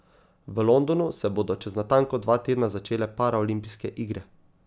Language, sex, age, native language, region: Slovenian, male, 18-29, Slovenian, Savinja region